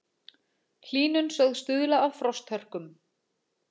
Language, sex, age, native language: Icelandic, female, 40-49, Icelandic